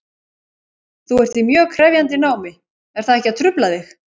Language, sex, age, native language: Icelandic, female, 30-39, Icelandic